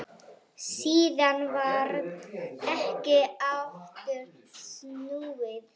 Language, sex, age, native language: Icelandic, female, 9, Icelandic